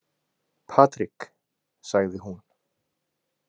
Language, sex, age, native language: Icelandic, male, 20-29, Icelandic